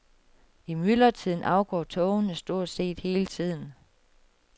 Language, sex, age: Danish, female, 36